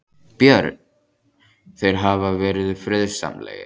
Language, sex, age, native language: Icelandic, male, 14, Icelandic